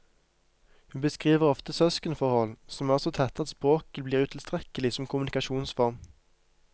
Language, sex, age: Norwegian, male, 23